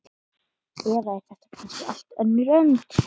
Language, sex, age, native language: Icelandic, female, 12, Icelandic